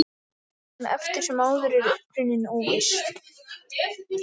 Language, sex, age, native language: Icelandic, male, 18-19, Icelandic